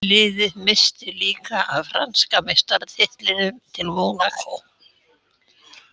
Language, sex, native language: Icelandic, female, Icelandic